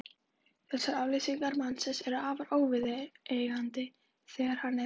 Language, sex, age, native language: Icelandic, female, 11, Icelandic